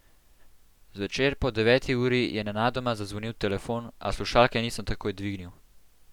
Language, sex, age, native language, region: Slovenian, male, 12-17, Slovenian, Central Slovenia